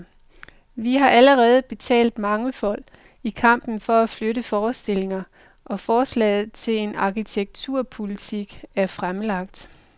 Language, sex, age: Danish, female, 45